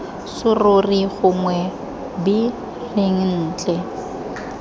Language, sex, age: Tswana, female, 20